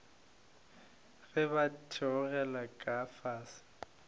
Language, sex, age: Northern Sotho, male, 22